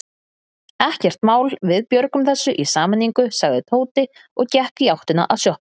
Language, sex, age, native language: Icelandic, female, 30-39, Icelandic